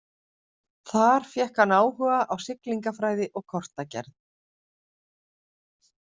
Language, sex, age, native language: Icelandic, female, 50-59, Icelandic